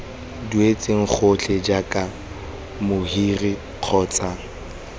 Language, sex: Tswana, male